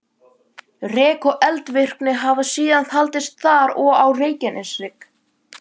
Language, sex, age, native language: Icelandic, male, 11, Icelandic